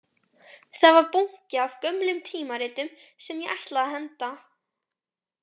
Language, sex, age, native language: Icelandic, female, 18-19, Icelandic